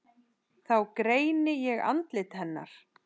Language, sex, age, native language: Icelandic, male, 10, Icelandic